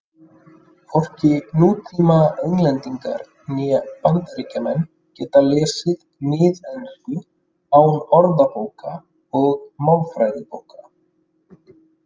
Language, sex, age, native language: Icelandic, male, 30-39, Icelandic